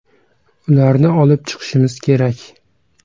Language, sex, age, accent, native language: Uzbek, male, 18-24, Samarqand, Uzbek